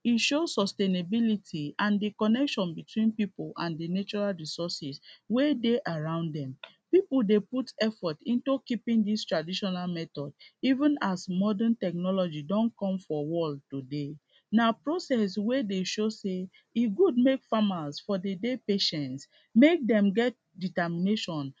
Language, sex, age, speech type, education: Nigerian Pidgin, female, 15-29, spontaneous, secondary